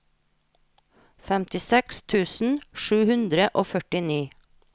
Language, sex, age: Norwegian, female, 43